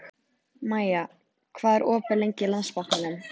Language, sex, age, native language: Icelandic, female, 14, Icelandic